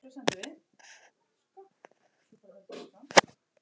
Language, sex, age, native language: Icelandic, male, 8, Icelandic